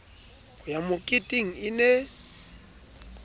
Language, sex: Southern Sotho, male